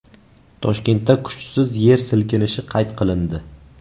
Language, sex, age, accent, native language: Uzbek, male, 18-24, Navoiy, Uzbek